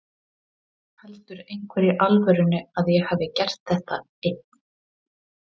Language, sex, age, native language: Icelandic, female, 30-39, Icelandic